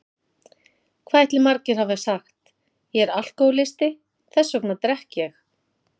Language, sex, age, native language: Icelandic, female, 50-59, Icelandic